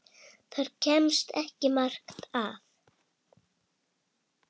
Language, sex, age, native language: Icelandic, female, 8, Icelandic